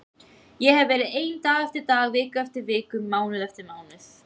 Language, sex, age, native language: Icelandic, female, 20-29, Icelandic